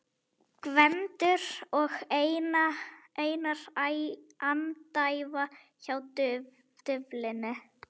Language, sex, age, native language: Icelandic, female, 11, Icelandic